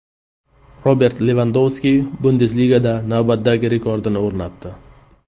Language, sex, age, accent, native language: Uzbek, male, 35+, Qashqadaryo, Uzbek